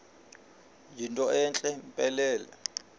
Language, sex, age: Xhosa, male, 38